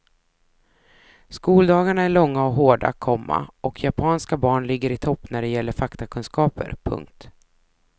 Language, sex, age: Swedish, female, 33